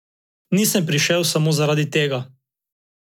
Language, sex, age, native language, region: Slovenian, male, 18-29, Slovenian, Drava region